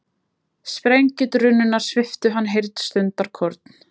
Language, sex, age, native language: Icelandic, female, 20-29, Icelandic